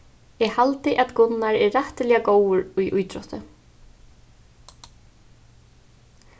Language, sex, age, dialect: Faroese, female, 15-35, Suðurstreymoy